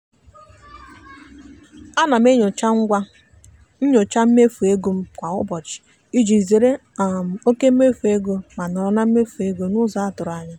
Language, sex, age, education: Igbo, female, 15-29, tertiary